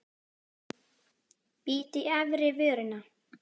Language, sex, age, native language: Icelandic, female, 10, Icelandic